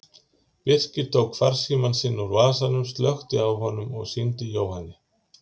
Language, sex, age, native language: Icelandic, male, 50-59, Icelandic